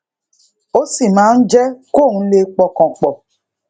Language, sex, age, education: Yoruba, female, 30-45, tertiary